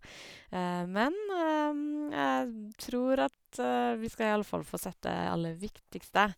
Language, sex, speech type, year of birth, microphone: Norwegian, female, spontaneous, 1982, Sennheiser